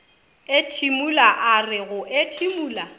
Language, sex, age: Northern Sotho, female, 27